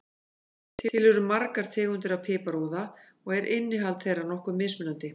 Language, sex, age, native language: Icelandic, female, 50-59, Icelandic